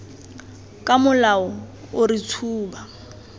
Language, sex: Tswana, female